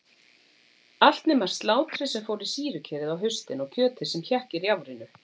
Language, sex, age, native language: Icelandic, female, 40-49, Icelandic